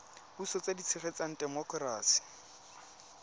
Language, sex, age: Tswana, male, 23